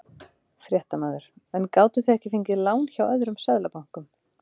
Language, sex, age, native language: Icelandic, female, 30-39, Icelandic